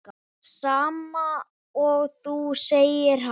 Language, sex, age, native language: Icelandic, male, 8, Icelandic